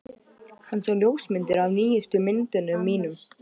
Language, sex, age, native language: Icelandic, male, 12, Icelandic